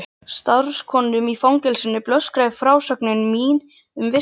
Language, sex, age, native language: Icelandic, other, 12, Icelandic